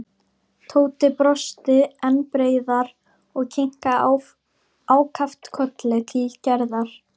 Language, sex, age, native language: Icelandic, female, 12, Icelandic